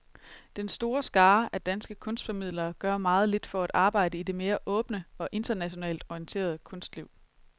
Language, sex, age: Danish, female, 22